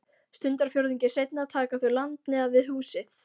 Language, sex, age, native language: Icelandic, female, 14, Icelandic